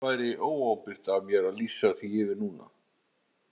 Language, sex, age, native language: Icelandic, male, 50-59, Icelandic